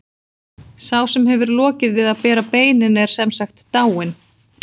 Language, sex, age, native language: Icelandic, female, 40-49, Icelandic